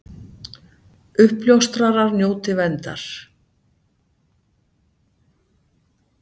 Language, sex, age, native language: Icelandic, female, 60-69, Icelandic